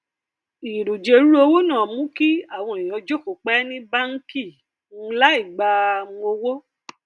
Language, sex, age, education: Yoruba, female, 30-45, tertiary